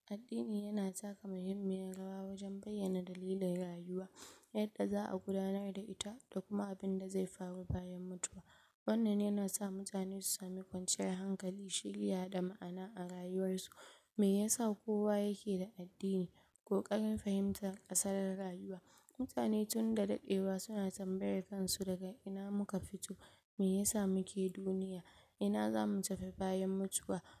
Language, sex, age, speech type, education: Hausa, female, 46-60, spontaneous, tertiary